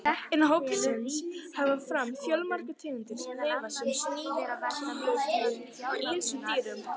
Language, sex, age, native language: Icelandic, female, 18-19, Icelandic